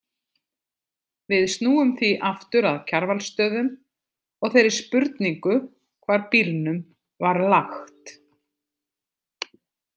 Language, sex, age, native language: Icelandic, female, 50-59, Icelandic